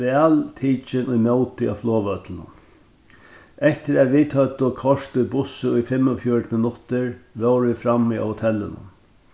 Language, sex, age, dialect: Faroese, male, 61+, Norðurstreymoy/Eysturoy